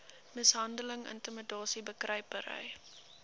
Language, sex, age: Afrikaans, female, 19